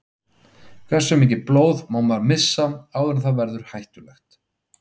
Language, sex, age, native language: Icelandic, male, 30-39, Icelandic